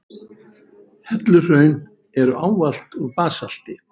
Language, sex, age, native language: Icelandic, female, 50-59, Icelandic